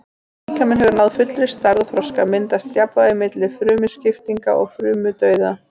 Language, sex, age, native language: Icelandic, female, 30-39, Icelandic